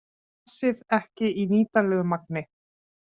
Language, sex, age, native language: Icelandic, female, 30-39, Icelandic